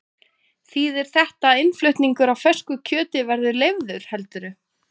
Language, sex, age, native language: Icelandic, female, 20-29, Icelandic